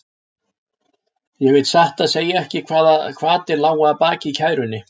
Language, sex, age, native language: Icelandic, male, 60-69, Icelandic